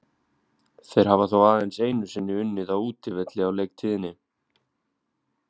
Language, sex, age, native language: Icelandic, male, 20-29, Icelandic